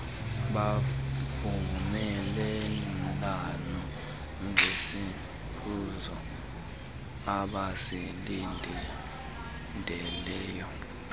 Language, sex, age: Xhosa, male, 19